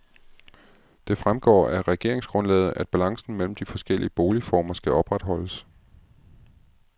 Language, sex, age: Danish, male, 36